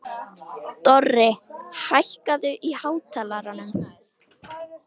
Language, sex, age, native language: Icelandic, female, 13, Icelandic